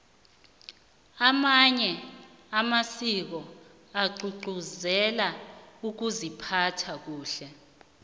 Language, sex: South Ndebele, female